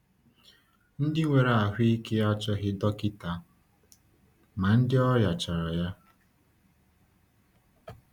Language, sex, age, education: Igbo, male, 15-29, tertiary